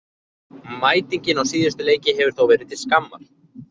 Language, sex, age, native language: Icelandic, male, 20-29, Icelandic